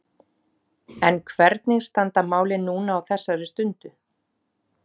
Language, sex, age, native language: Icelandic, female, 40-49, Icelandic